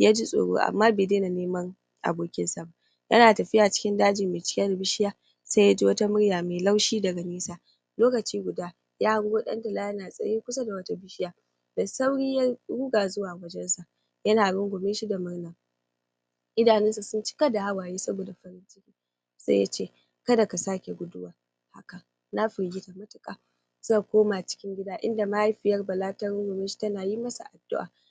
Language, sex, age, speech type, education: Hausa, female, 15-29, spontaneous, primary